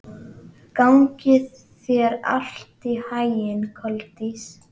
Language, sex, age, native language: Icelandic, female, 11, Icelandic